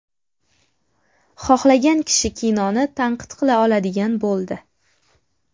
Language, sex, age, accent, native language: Uzbek, female, 19-29, Qashqadaryo, Uzbek